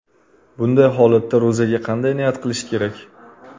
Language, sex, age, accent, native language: Uzbek, male, 25-34, Qashqadaryo, Uzbek